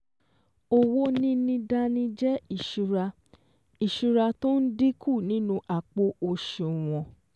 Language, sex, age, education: Yoruba, female, 15-29, secondary